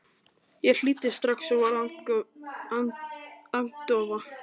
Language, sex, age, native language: Icelandic, male, 12, Icelandic